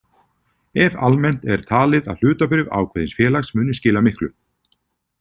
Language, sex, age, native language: Icelandic, male, 40-49, Icelandic